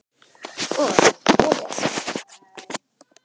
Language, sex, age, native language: Icelandic, male, 10, Icelandic